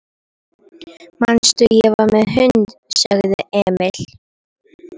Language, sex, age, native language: Icelandic, female, 11, Icelandic